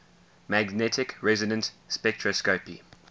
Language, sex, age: English, male, 20